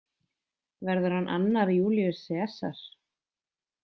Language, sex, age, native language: Icelandic, female, 20-29, Icelandic